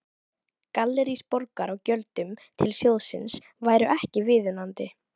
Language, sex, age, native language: Icelandic, female, 12, Icelandic